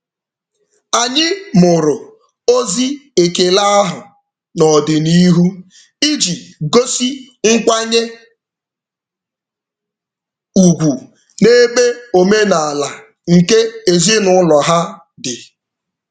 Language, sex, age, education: Igbo, male, 15-29, tertiary